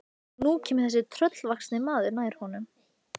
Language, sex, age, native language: Icelandic, female, 15, Icelandic